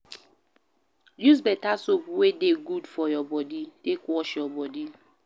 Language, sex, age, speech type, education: Nigerian Pidgin, female, 15-29, read, primary